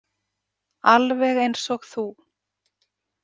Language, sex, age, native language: Icelandic, female, 40-49, Icelandic